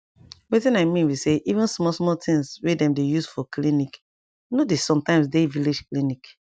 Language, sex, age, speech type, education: Nigerian Pidgin, female, 15-29, spontaneous, tertiary